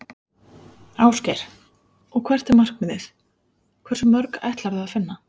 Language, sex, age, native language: Icelandic, female, 40-49, Icelandic